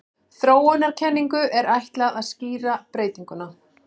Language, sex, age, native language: Icelandic, female, 40-49, Icelandic